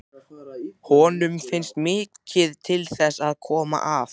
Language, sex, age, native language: Icelandic, male, 14, Icelandic